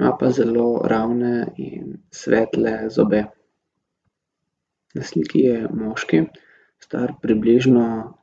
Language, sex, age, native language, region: Slovenian, male, 18-29, Slovenian, Gorica region